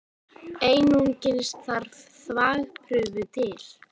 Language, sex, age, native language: Icelandic, female, 18-19, Icelandic